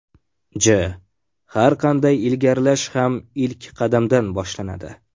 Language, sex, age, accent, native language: Uzbek, male, 18-24, Farg'ona, Uzbek